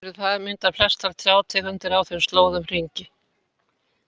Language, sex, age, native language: Icelandic, female, 80-89, Icelandic